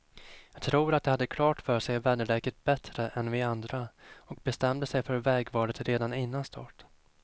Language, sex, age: Swedish, male, 25